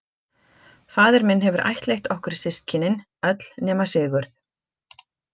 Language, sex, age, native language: Icelandic, female, 50-59, Icelandic